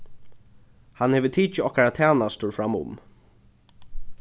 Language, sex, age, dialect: Faroese, male, 15-35, Norðurstreymoy/Eysturoy